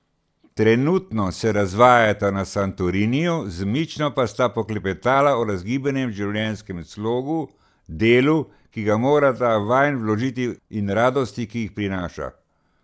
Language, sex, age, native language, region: Slovenian, male, 60+, Slovenian, Central Slovenia